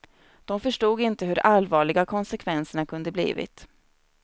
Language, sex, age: Swedish, female, 29